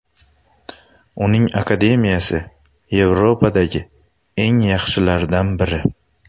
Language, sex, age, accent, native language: Uzbek, male, 25-34, Xorazm, Uzbek